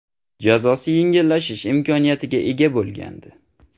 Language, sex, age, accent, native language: Uzbek, male, 18-24, Navoiy, Uzbek